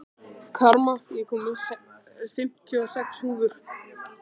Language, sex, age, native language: Icelandic, male, 13, Icelandic